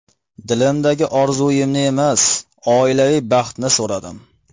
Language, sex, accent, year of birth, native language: Uzbek, male, Farg'ona, 1995, Uzbek